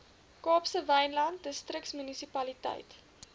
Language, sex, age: Afrikaans, female, 21